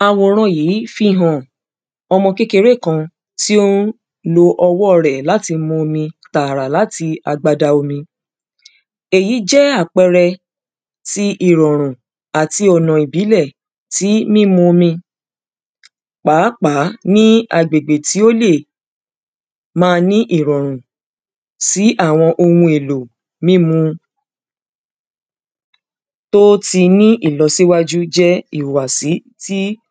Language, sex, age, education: Yoruba, female, 30-45, secondary